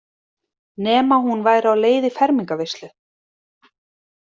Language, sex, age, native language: Icelandic, female, 30-39, Icelandic